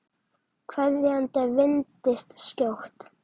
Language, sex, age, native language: Icelandic, male, 9, Icelandic